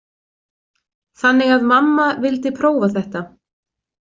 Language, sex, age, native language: Icelandic, female, 20-29, Icelandic